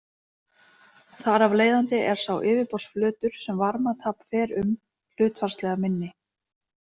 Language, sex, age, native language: Icelandic, female, 30-39, Icelandic